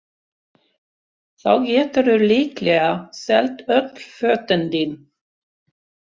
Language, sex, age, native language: Icelandic, female, 60-69, Swedish